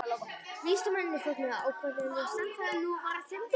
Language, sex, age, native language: Icelandic, male, 18-19, Icelandic